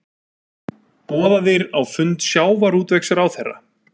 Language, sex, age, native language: Icelandic, male, 30-39, Icelandic